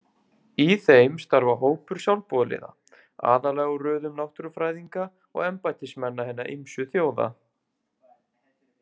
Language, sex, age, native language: Icelandic, male, 20-29, Icelandic